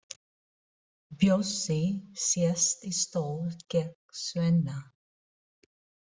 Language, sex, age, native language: Icelandic, female, 40-49, Filipino